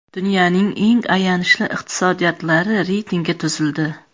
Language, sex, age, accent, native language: Uzbek, female, 35+, Qoraqalpog'iston, Karakalpak